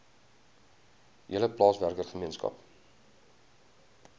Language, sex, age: Afrikaans, male, 20